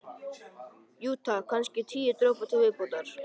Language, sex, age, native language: Icelandic, male, 13, Icelandic